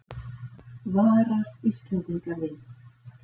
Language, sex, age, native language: Icelandic, female, 40-49, Icelandic